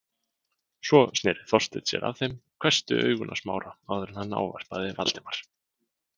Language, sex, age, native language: Icelandic, male, 20-29, Icelandic